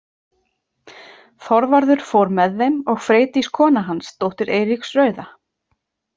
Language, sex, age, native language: Icelandic, female, 30-39, Icelandic